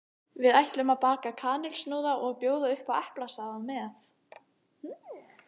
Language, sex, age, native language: Icelandic, female, 18-19, Icelandic